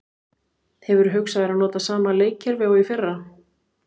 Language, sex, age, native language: Icelandic, female, 30-39, Icelandic